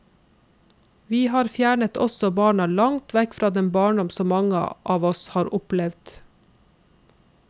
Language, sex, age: Norwegian, female, 46